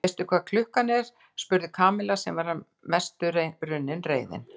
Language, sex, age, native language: Icelandic, female, 60-69, Icelandic